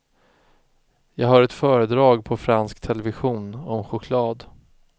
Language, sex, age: Swedish, male, 36